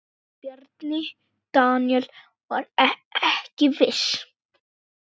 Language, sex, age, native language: Icelandic, male, 9, Icelandic